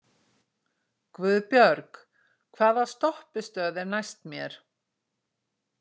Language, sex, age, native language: Icelandic, female, 60-69, Icelandic